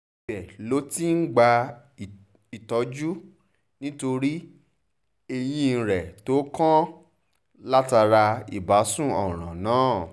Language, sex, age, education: Yoruba, male, 30-45, tertiary